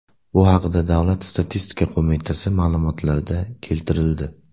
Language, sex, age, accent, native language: Uzbek, male, 18-24, Namangan, Uzbek